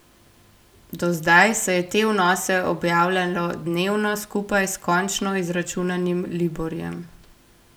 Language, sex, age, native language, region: Slovenian, female, 18-29, Slovenian, Gorenjska region